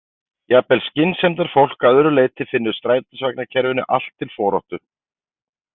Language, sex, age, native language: Icelandic, male, 50-59, Icelandic